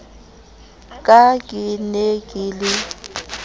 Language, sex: Southern Sotho, female